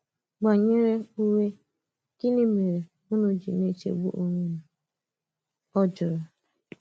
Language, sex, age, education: Igbo, female, 15-29, tertiary